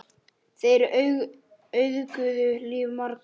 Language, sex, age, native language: Icelandic, female, 9, Icelandic